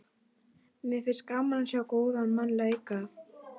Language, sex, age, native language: Icelandic, female, 12, Icelandic